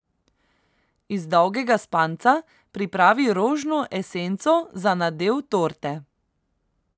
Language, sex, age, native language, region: Slovenian, female, 18-29, Slovenian, Central Slovenia